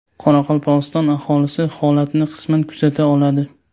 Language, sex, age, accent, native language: Uzbek, male, 18-24, Sirdaryo, Uzbek